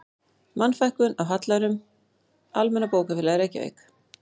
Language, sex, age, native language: Icelandic, female, 40-49, Icelandic